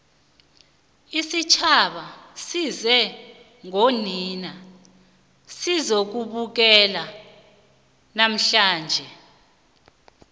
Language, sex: South Ndebele, female